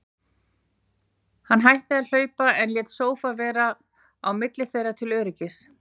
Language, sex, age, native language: Icelandic, female, 40-49, Icelandic